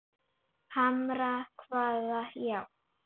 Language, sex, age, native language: Icelandic, female, 8, Icelandic